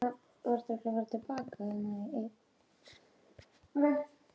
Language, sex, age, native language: Icelandic, male, 12, Icelandic